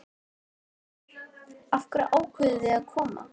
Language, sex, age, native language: Icelandic, female, 12, Icelandic